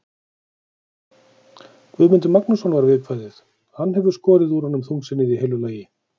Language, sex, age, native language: Icelandic, male, 40-49, Icelandic